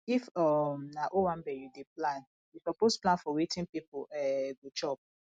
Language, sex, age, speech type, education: Nigerian Pidgin, female, 30-45, spontaneous, tertiary